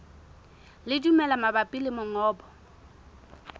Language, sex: Southern Sotho, female